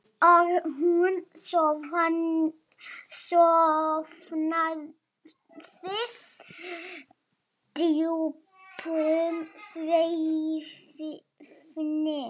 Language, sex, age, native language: Icelandic, female, 7, Lithuanian